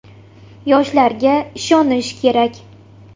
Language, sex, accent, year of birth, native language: Uzbek, female, Toshkent shahri, 1999, Uzbek